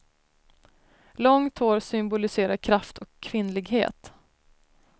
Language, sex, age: Swedish, female, 33